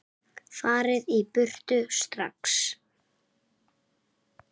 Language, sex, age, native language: Icelandic, male, 7, Icelandic